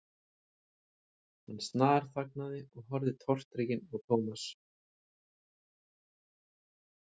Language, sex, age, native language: Icelandic, male, 40-49, Icelandic